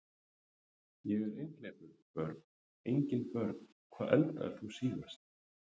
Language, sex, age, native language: Icelandic, male, 30-39, Icelandic